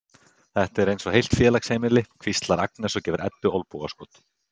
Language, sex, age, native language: Icelandic, male, 30-39, Icelandic